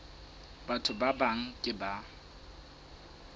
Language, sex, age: Southern Sotho, male, 19